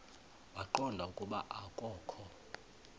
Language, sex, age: Xhosa, male, 20